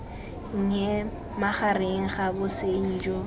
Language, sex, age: Tswana, female, 19